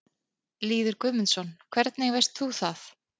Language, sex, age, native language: Icelandic, female, 30-39, Icelandic